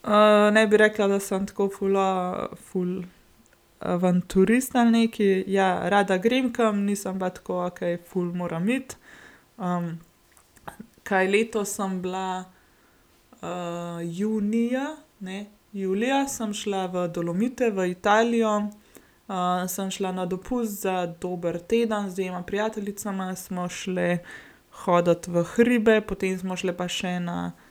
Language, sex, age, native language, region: Slovenian, female, 18-29, Slovenian, Gorenjska region